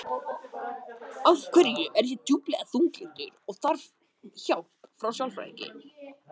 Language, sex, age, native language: Icelandic, other, 18-19, Icelandic